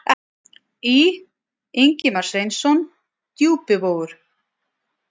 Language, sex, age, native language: Icelandic, female, 40-49, Icelandic